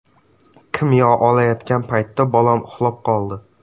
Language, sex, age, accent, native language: Uzbek, male, 12-17, Samarqand, Uzbek